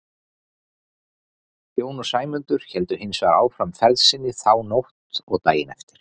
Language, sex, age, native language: Icelandic, male, 40-49, Icelandic